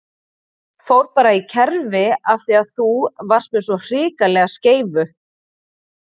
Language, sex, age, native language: Icelandic, female, 40-49, Icelandic